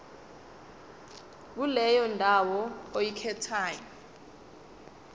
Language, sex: Zulu, female